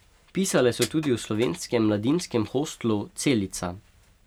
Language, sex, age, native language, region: Slovenian, male, 18-29, Slovenian, Pomurje region